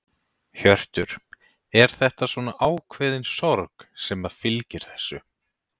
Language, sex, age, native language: Icelandic, male, 30-39, Icelandic